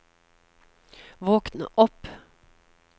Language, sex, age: Norwegian, female, 36